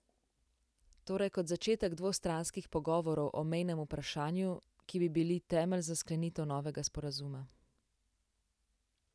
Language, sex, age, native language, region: Slovenian, female, 18-29, Slovenian, Central Slovenia